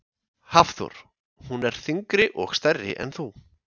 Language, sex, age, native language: Icelandic, male, 20-29, Icelandic